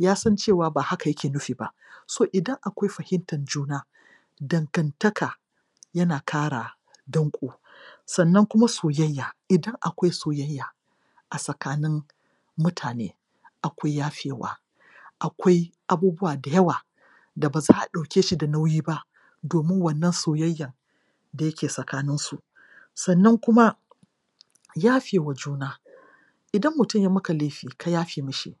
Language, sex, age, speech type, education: Hausa, female, 46-60, spontaneous, tertiary